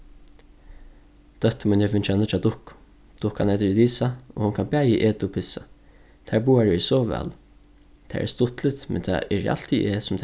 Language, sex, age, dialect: Faroese, male, 15-35, Suðurstreymoy